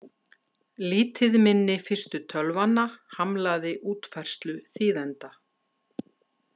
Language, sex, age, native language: Icelandic, female, 50-59, Icelandic